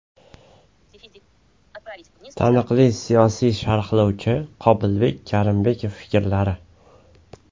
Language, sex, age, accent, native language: Uzbek, male, 18-24, Toshkent shahri, Uzbek